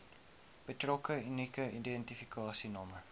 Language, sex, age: Afrikaans, male, 19